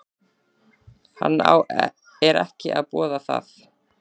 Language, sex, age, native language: Icelandic, female, 40-49, Icelandic